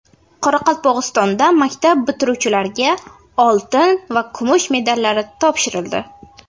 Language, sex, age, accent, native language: Uzbek, female, under 19, Navoiy, Uzbek